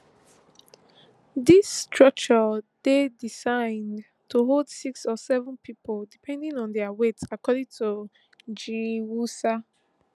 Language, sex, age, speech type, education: Nigerian Pidgin, female, 15-29, spontaneous, tertiary